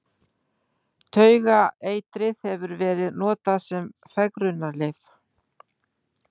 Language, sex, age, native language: Icelandic, female, 60-69, Icelandic